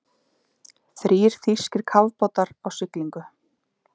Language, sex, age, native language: Icelandic, female, 30-39, Icelandic